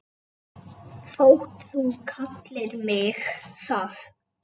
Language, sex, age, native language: Icelandic, male, 8, Icelandic